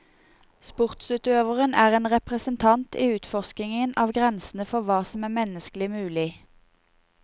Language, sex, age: Norwegian, female, 28